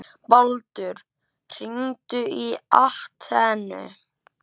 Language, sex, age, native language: Icelandic, male, 11, Icelandic